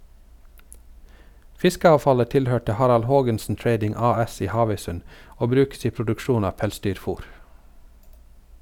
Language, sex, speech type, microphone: Norwegian, male, read, Sennheiser